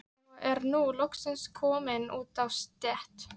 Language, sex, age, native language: Icelandic, female, 13, Icelandic